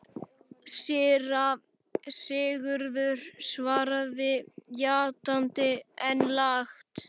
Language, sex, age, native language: Icelandic, male, 11, Icelandic